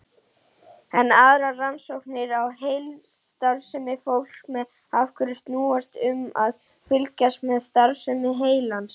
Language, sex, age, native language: Icelandic, male, 40-49, Icelandic